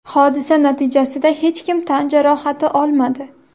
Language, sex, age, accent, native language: Uzbek, female, 18-24, Surxondaryo, Uzbek